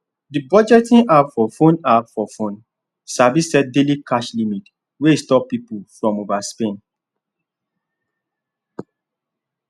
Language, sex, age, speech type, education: Nigerian Pidgin, male, 15-29, spontaneous, tertiary